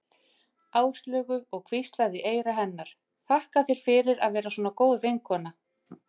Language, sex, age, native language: Icelandic, female, 50-59, Icelandic